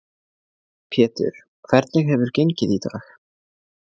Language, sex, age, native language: Icelandic, male, 20-29, Icelandic